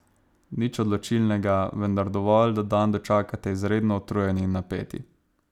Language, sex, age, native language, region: Slovenian, male, 18-29, Slovenian, Savinja region